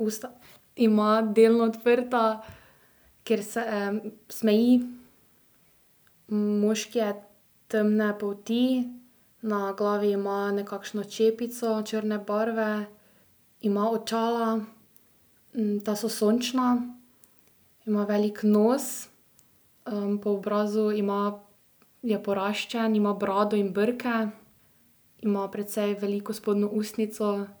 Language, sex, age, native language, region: Slovenian, female, 12-17, Slovenian, Drava region